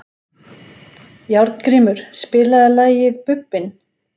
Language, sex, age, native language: Icelandic, female, 40-49, Icelandic